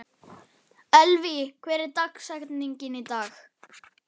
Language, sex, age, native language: Icelandic, male, 11, Icelandic